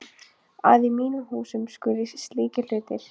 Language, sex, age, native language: Icelandic, female, 15, Icelandic